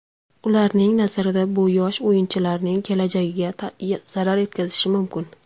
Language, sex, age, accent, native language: Uzbek, female, 19-29, Samarqand, Uzbek